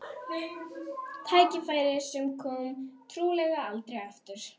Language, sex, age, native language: Icelandic, female, 12, Icelandic